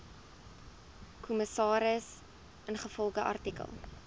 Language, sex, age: Afrikaans, female, 19